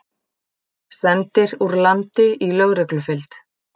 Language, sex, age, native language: Icelandic, female, 40-49, Icelandic